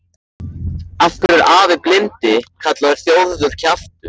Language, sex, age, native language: Icelandic, male, 14, Icelandic